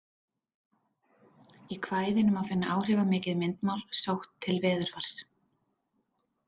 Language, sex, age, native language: Icelandic, female, 40-49, Icelandic